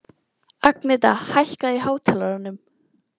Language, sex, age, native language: Icelandic, female, 13, Icelandic